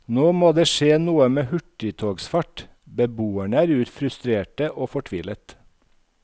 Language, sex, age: Norwegian, male, 51